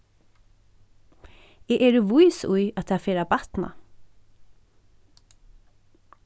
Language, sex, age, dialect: Faroese, female, 36-60, Norðurstreymoy/Eysturoy